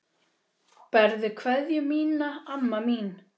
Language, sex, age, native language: Icelandic, male, 6, Icelandic